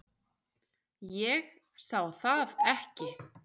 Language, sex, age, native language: Icelandic, male, 6, Icelandic